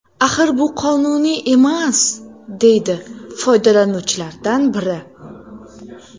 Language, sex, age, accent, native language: Uzbek, female, 18-24, Toshkent shahri, Uzbek